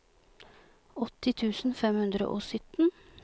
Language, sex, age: Norwegian, female, 46